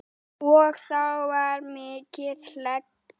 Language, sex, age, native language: Icelandic, female, 9, Icelandic